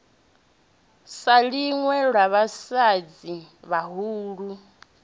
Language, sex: Venda, female